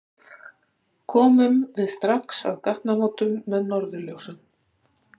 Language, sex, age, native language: Icelandic, female, 60-69, Icelandic